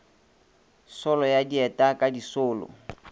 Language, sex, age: Northern Sotho, male, 26